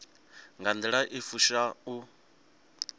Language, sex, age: Venda, male, 26